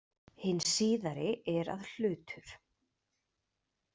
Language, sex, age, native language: Icelandic, female, 20-29, Icelandic